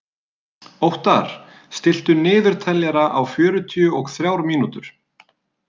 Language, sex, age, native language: Icelandic, male, 30-39, Icelandic